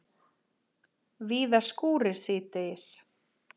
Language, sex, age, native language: Icelandic, female, 40-49, Icelandic